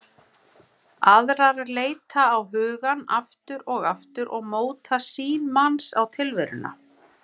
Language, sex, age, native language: Icelandic, female, 50-59, Icelandic